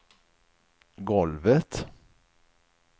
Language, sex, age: Swedish, male, 61